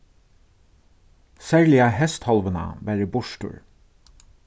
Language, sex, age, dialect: Faroese, male, 36-60, Suðurstreymoy